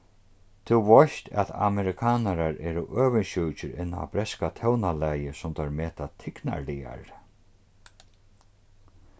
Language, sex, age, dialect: Faroese, male, 36-60, Norðurstreymoy/Eysturoy